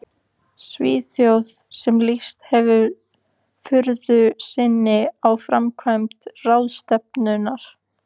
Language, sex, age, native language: Icelandic, female, 14, Icelandic